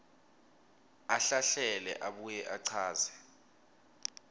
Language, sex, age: Swati, male, 23